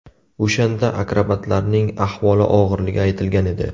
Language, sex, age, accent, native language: Uzbek, male, 18-24, Navoiy, Uzbek